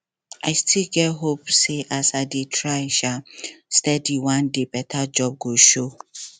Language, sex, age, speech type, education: Nigerian Pidgin, female, 15-29, spontaneous, tertiary